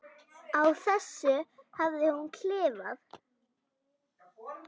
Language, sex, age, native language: Icelandic, female, 10, Icelandic